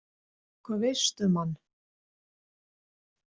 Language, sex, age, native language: Icelandic, female, 60-69, Icelandic